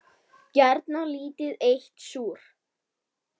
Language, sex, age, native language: Icelandic, male, 8, Icelandic